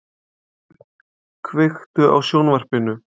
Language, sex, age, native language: Icelandic, male, 20-29, Icelandic